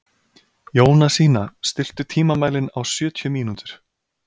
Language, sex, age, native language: Icelandic, male, 30-39, Icelandic